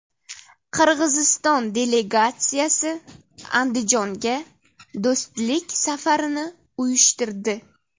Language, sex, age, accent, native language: Uzbek, female, 12-17, Namangan, Uzbek